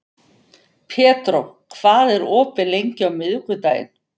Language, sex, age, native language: Icelandic, female, 50-59, Icelandic